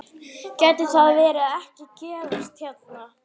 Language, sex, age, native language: Icelandic, female, 9, Icelandic